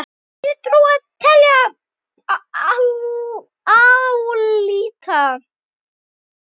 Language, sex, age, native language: Icelandic, male, 6, Icelandic